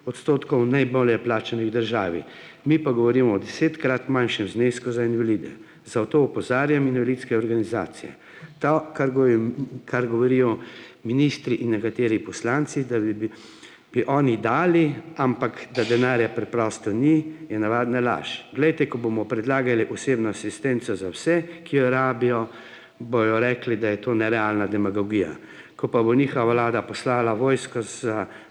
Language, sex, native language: Slovenian, male, Slovenian